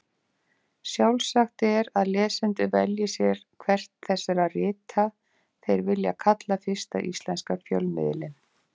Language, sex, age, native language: Icelandic, female, 50-59, Icelandic